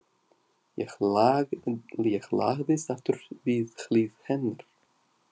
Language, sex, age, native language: Icelandic, male, 40-49, Russian